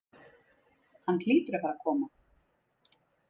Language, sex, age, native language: Icelandic, female, 30-39, Icelandic